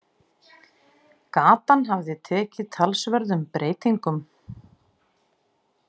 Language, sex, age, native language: Icelandic, female, 40-49, Icelandic